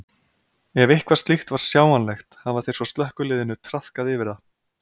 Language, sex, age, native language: Icelandic, male, 30-39, Icelandic